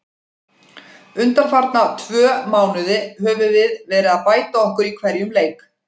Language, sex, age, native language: Icelandic, female, 40-49, Icelandic